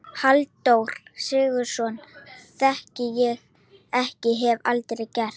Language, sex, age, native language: Icelandic, female, 12, Icelandic